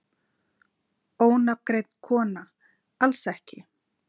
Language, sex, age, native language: Icelandic, female, 50-59, Icelandic